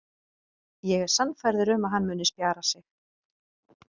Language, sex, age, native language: Icelandic, female, 50-59, Icelandic